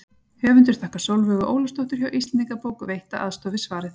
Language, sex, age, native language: Icelandic, female, 40-49, Icelandic